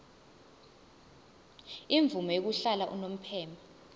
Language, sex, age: Zulu, female, 20